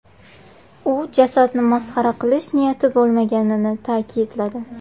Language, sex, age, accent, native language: Uzbek, female, 18-24, Qashqadaryo, Uzbek